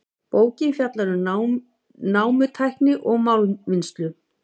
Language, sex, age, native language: Icelandic, female, 50-59, Icelandic